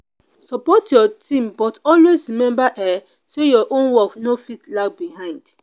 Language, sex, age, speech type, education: Nigerian Pidgin, female, 30-45, spontaneous, tertiary